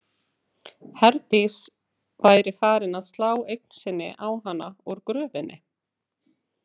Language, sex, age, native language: Icelandic, female, 30-39, Icelandic